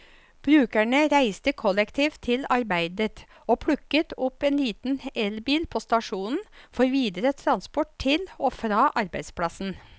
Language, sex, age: Norwegian, female, 54